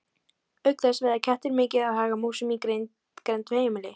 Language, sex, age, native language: Icelandic, female, 18-19, Icelandic